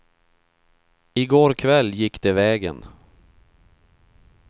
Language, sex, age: Swedish, male, 31